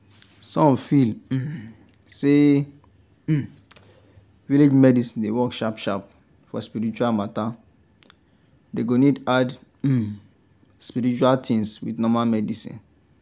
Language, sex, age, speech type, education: Nigerian Pidgin, male, 15-29, spontaneous, tertiary